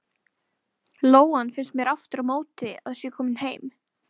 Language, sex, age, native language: Icelandic, female, 12, Icelandic